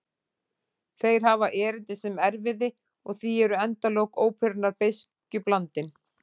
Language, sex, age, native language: Icelandic, female, 40-49, Icelandic